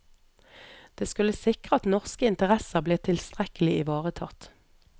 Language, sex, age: Norwegian, female, 38